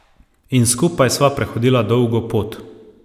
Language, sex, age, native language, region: Slovenian, male, 30-49, Slovenian, Savinja region